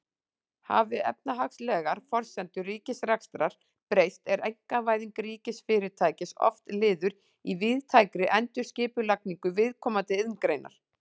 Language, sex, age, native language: Icelandic, female, 40-49, Icelandic